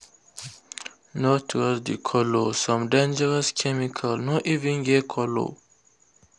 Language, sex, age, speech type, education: Nigerian Pidgin, male, 15-29, spontaneous, tertiary